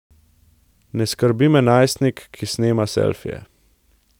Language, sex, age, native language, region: Slovenian, male, 18-29, Slovenian, Central Slovenia